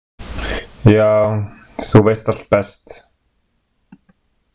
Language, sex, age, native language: Icelandic, male, 20-29, Icelandic